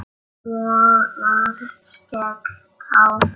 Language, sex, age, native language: Icelandic, male, 8, Icelandic